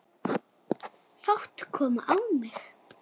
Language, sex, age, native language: Icelandic, female, 7, Icelandic